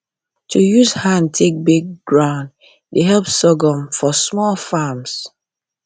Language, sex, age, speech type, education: Nigerian Pidgin, female, 15-29, spontaneous, secondary